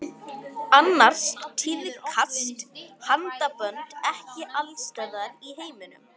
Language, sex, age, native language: Icelandic, male, 18-19, Icelandic